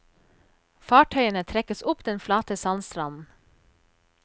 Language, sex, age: Norwegian, female, 34